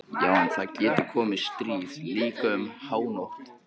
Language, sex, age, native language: Icelandic, male, 14, Icelandic